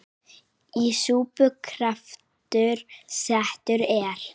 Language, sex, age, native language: Icelandic, female, 9, Icelandic